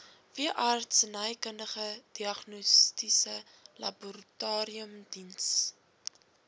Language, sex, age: Afrikaans, female, 19